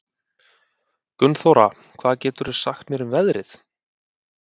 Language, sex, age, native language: Icelandic, male, 30-39, Icelandic